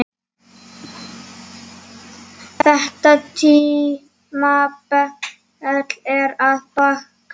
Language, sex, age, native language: Icelandic, female, 7, Icelandic